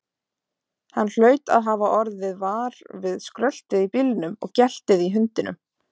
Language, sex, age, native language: Icelandic, female, 30-39, Icelandic